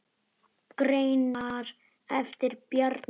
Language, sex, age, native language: Icelandic, male, 9, Icelandic